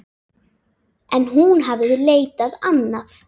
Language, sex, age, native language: Icelandic, female, 10, Icelandic